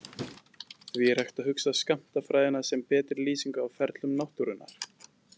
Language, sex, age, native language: Icelandic, male, 20-29, Icelandic